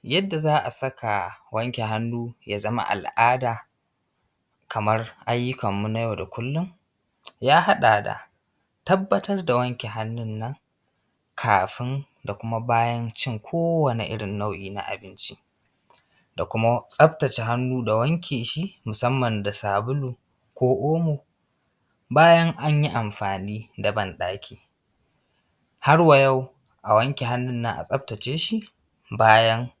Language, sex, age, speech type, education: Hausa, male, 15-29, spontaneous, secondary